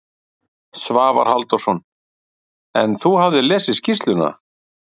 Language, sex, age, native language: Icelandic, male, 40-49, Icelandic